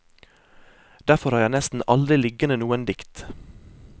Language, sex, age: Norwegian, male, 23